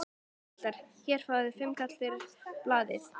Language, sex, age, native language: Icelandic, female, 13, Icelandic